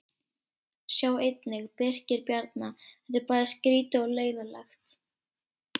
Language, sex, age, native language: Icelandic, female, 18-19, Icelandic